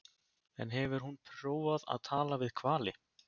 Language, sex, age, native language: Icelandic, male, 20-29, Icelandic